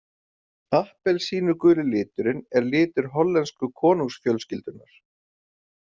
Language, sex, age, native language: Icelandic, male, 40-49, Icelandic